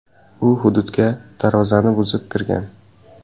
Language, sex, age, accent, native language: Uzbek, male, 18-24, Samarqand, Uzbek